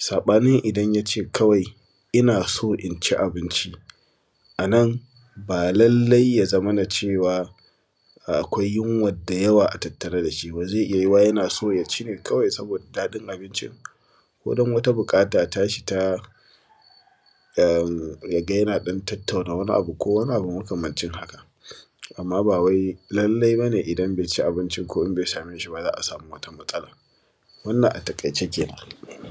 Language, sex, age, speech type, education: Hausa, male, 15-29, spontaneous, primary